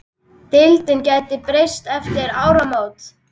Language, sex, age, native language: Icelandic, male, 10, Icelandic